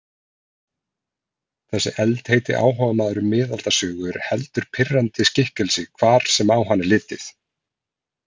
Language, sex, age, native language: Icelandic, male, 40-49, Icelandic